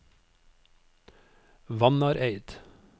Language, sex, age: Norwegian, male, 55